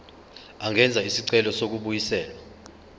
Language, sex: Zulu, male